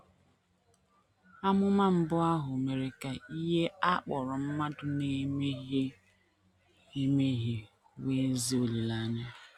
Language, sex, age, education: Igbo, female, 15-29, tertiary